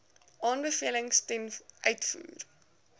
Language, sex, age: Afrikaans, female, 19